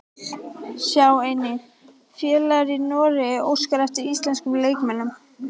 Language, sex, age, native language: Icelandic, female, 18-19, Icelandic